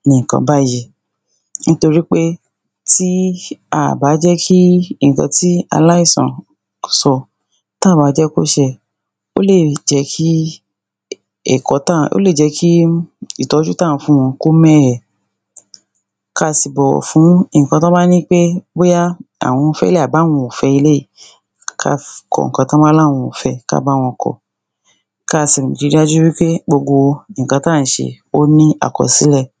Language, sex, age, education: Yoruba, female, 30-45, secondary